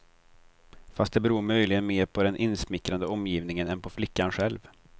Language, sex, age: Swedish, male, 23